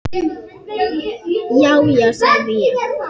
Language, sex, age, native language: Icelandic, female, 8, Icelandic